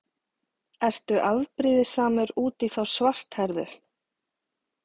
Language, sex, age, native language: Icelandic, female, 40-49, Icelandic